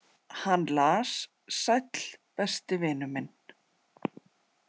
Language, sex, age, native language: Icelandic, female, 30-39, Icelandic